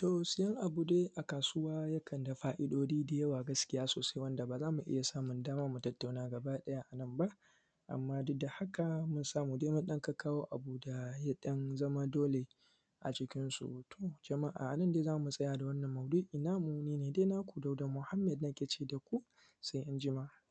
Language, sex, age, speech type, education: Hausa, male, 15-29, spontaneous, secondary